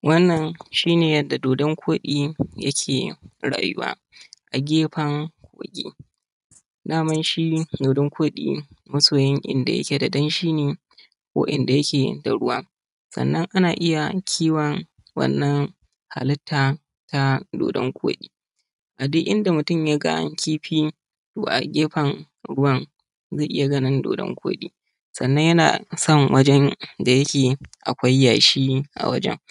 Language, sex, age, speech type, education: Hausa, male, 30-45, spontaneous, tertiary